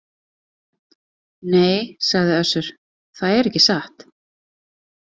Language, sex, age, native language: Icelandic, female, 30-39, Icelandic